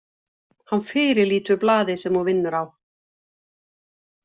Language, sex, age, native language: Icelandic, female, 60-69, Icelandic